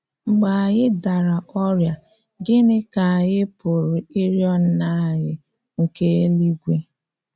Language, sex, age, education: Igbo, female, 30-45, tertiary